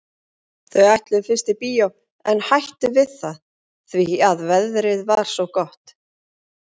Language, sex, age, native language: Icelandic, female, 40-49, Icelandic